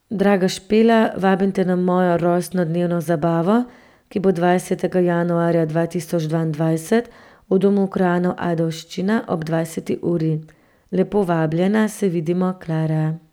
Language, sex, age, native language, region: Slovenian, female, 30-49, Slovenian, Central Slovenia